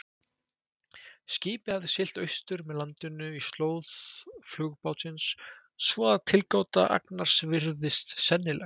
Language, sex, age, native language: Icelandic, male, 20-29, Icelandic